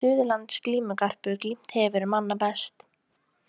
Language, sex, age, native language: Icelandic, female, 18-19, Icelandic